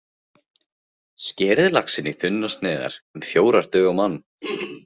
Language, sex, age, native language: Icelandic, male, 15, Icelandic